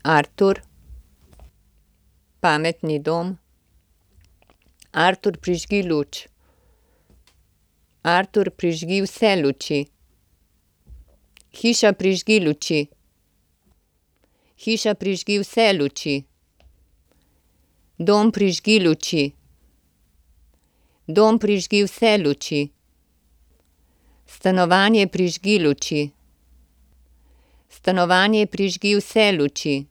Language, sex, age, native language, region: Slovenian, female, 60+, Slovenian, Central Slovenia